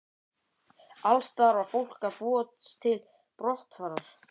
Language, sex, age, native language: Icelandic, male, 11, Icelandic